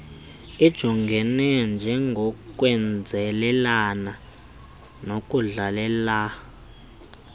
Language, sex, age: Xhosa, male, 20